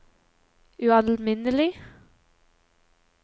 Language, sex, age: Norwegian, female, 23